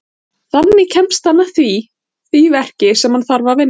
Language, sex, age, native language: Icelandic, female, 40-49, Icelandic